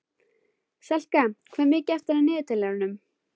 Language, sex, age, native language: Icelandic, female, 12, Icelandic